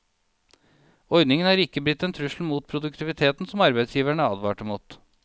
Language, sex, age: Norwegian, male, 37